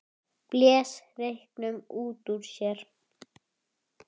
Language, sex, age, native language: Icelandic, female, 10, Icelandic